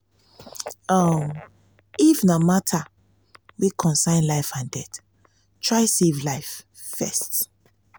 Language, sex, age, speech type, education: Nigerian Pidgin, female, 15-29, spontaneous, tertiary